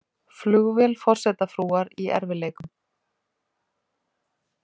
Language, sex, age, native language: Icelandic, female, 40-49, Icelandic